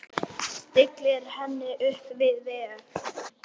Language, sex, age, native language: Icelandic, male, 7, Icelandic